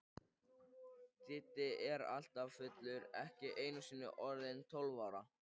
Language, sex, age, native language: Icelandic, male, 13, Icelandic